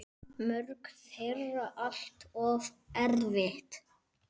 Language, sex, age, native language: Icelandic, male, 10, Icelandic